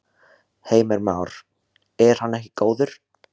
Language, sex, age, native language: Icelandic, male, 16, Icelandic